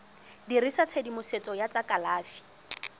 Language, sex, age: Tswana, female, 22